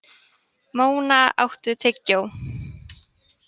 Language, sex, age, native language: Icelandic, female, 18-19, Icelandic